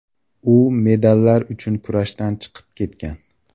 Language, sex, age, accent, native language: Uzbek, male, 18-24, Farg'ona, Uzbek